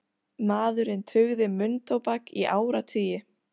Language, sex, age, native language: Icelandic, female, 40-49, Icelandic